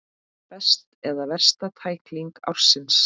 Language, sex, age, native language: Icelandic, female, 8, Icelandic